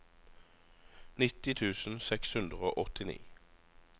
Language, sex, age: Norwegian, male, 35